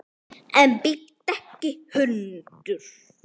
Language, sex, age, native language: Icelandic, female, 9, Icelandic